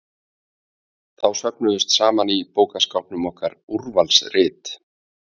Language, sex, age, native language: Icelandic, male, 50-59, Icelandic